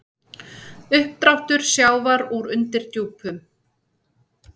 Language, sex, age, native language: Icelandic, female, 40-49, Icelandic